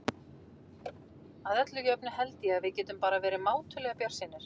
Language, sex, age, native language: Icelandic, female, 40-49, Icelandic